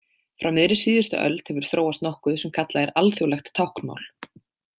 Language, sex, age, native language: Icelandic, female, 20-29, Icelandic